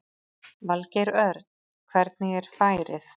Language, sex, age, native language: Icelandic, female, 30-39, Icelandic